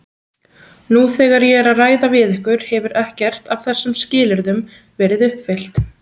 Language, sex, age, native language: Icelandic, female, 20-29, Icelandic